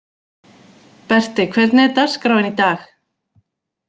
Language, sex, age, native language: Icelandic, female, 40-49, Icelandic